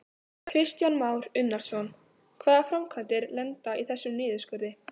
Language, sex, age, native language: Icelandic, female, 15, Icelandic